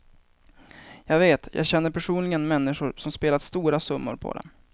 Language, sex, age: Swedish, male, 23